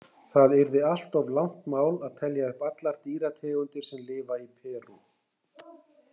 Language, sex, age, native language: Icelandic, male, 60-69, Icelandic